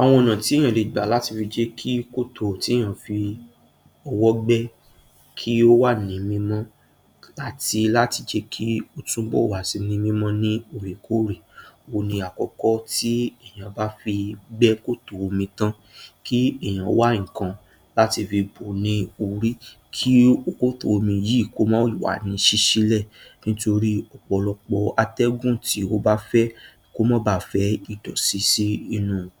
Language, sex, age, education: Yoruba, male, 30-45, tertiary